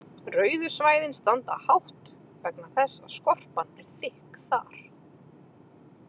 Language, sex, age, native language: Icelandic, female, 30-39, Icelandic